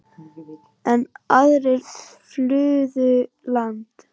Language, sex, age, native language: Icelandic, female, 9, Icelandic